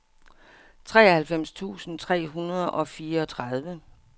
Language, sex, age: Danish, female, 57